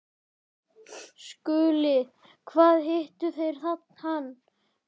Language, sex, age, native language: Icelandic, male, 10, Icelandic